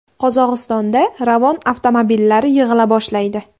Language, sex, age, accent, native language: Uzbek, female, 18-24, Andijon, Uzbek